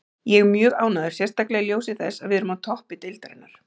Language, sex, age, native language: Icelandic, female, 40-49, Icelandic